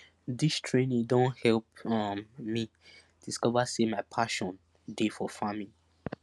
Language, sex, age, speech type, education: Nigerian Pidgin, male, 15-29, spontaneous, secondary